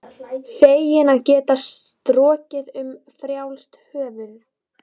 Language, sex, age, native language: Icelandic, female, 11, Icelandic